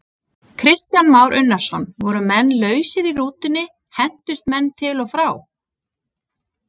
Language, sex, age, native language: Icelandic, female, 30-39, Icelandic